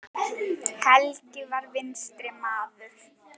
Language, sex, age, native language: Icelandic, female, 10, Icelandic